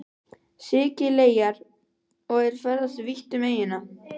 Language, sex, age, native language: Icelandic, female, 12, Icelandic